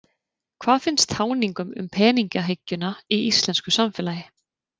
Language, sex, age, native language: Icelandic, female, 30-39, Icelandic